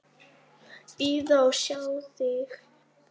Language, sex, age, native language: Icelandic, female, 8, Icelandic